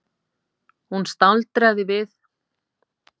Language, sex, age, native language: Icelandic, female, 50-59, Icelandic